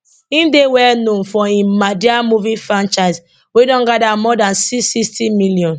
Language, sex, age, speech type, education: Nigerian Pidgin, female, 30-45, spontaneous, tertiary